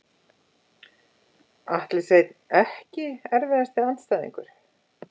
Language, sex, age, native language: Icelandic, female, 50-59, Icelandic